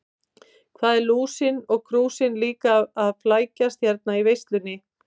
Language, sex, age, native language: Icelandic, female, 50-59, Icelandic